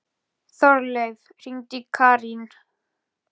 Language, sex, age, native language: Icelandic, male, 11, Icelandic